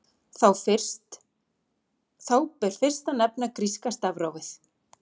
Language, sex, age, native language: Icelandic, female, 40-49, Icelandic